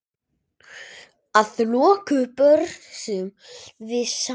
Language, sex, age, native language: Icelandic, male, 8, Icelandic